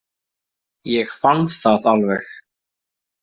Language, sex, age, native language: Icelandic, male, 18-19, Icelandic